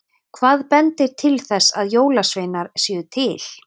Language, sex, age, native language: Icelandic, female, 30-39, Icelandic